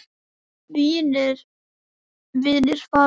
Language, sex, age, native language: Icelandic, female, 10, Icelandic